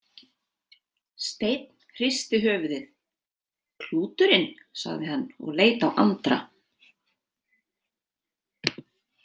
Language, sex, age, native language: Icelandic, female, 30-39, Icelandic